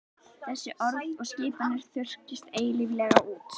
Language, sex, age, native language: Icelandic, female, 11, Icelandic